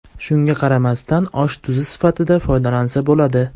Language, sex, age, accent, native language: Uzbek, male, 18-24, Andijon, Uzbek